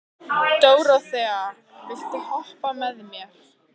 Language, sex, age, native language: Icelandic, female, 15, Icelandic